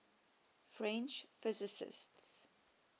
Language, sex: English, female